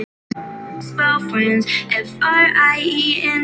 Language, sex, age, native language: Icelandic, female, 10, Icelandic